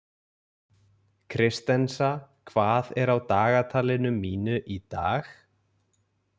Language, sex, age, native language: Icelandic, male, 20-29, Icelandic